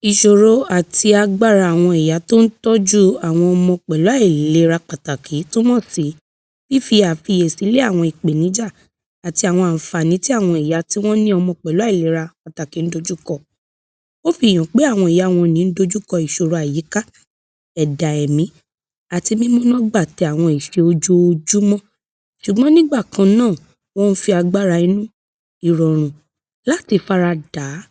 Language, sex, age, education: Yoruba, male, 46-60, tertiary